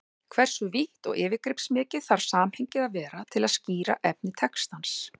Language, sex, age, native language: Icelandic, female, 40-49, Icelandic